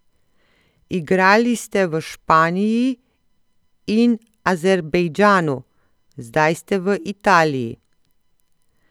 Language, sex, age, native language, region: Slovenian, female, 50-59, Slovenian, Central Slovenia